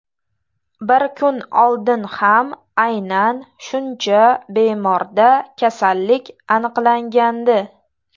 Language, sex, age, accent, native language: Uzbek, female, 18-24, Toshkent viloyati, Uzbek